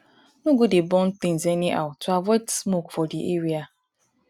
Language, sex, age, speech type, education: Nigerian Pidgin, female, 15-29, spontaneous, tertiary